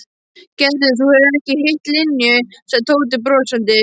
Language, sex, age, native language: Icelandic, male, 12, Icelandic